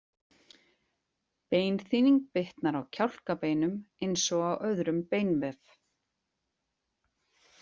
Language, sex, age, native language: Icelandic, female, 40-49, Icelandic